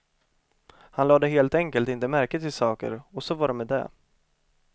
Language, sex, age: Swedish, male, 25